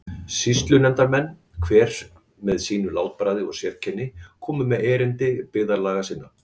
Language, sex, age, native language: Icelandic, male, 40-49, Icelandic